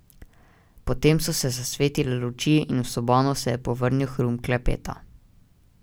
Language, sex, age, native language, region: Slovenian, male, 18-29, Slovenian, Drava region